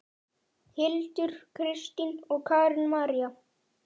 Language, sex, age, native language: Icelandic, male, 9, Icelandic